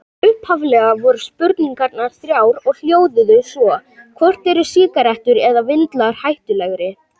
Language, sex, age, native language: Icelandic, male, 18-19, Icelandic